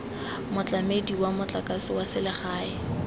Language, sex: Tswana, female